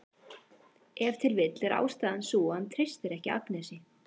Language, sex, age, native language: Icelandic, female, 18-19, Icelandic